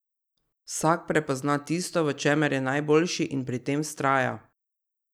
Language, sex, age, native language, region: Slovenian, female, 30-49, Slovenian, Drava region